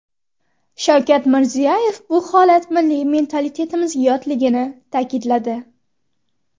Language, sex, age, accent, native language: Uzbek, female, under 19, Xorazm, Uzbek